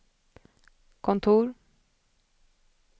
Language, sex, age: Swedish, female, 25